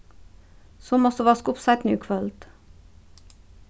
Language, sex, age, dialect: Faroese, female, 36-60, Suðurstreymoy